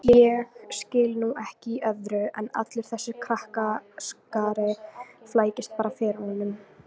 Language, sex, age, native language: Icelandic, female, 18-19, Icelandic